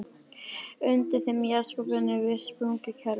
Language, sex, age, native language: Icelandic, female, 11, Icelandic